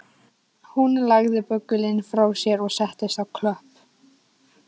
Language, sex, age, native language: Icelandic, female, 18-19, Icelandic